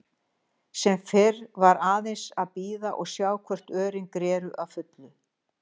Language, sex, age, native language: Icelandic, female, 60-69, Icelandic